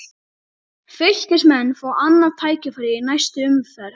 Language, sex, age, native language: Icelandic, female, 30-39, Icelandic